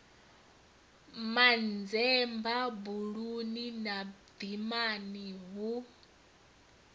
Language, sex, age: Venda, female, 22